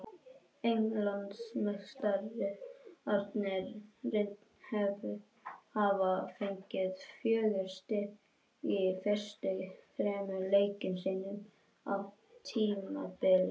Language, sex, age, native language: Icelandic, male, 21, Icelandic